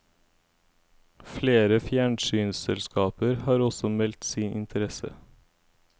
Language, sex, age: Norwegian, male, 17